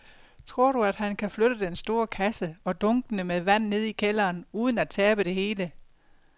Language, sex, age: Danish, female, 50